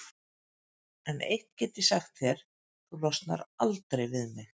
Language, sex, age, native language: Icelandic, female, 50-59, Icelandic